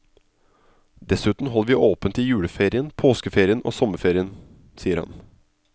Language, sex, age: Norwegian, male, 27